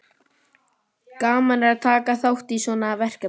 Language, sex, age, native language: Icelandic, male, 12, Icelandic